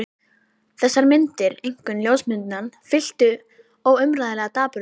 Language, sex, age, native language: Icelandic, female, 11, Icelandic